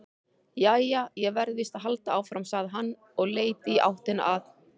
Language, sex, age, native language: Icelandic, female, 40-49, Icelandic